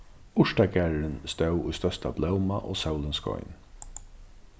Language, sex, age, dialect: Faroese, male, 36-60, Norðurstreymoy/Eysturoy